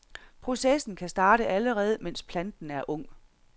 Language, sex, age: Danish, female, 46